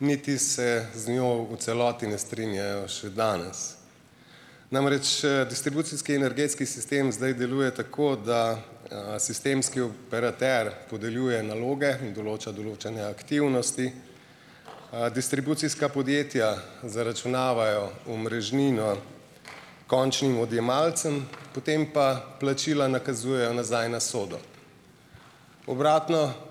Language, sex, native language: Slovenian, male, Slovenian